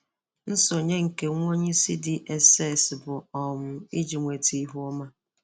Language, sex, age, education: Igbo, female, 15-29, tertiary